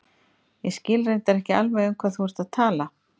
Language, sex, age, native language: Icelandic, female, 50-59, Icelandic